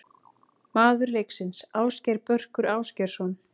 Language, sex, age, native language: Icelandic, female, 18-19, Icelandic